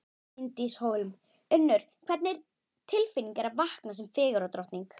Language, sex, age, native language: Icelandic, female, 12, Icelandic